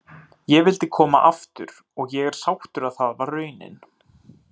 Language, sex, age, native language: Icelandic, male, 30-39, Icelandic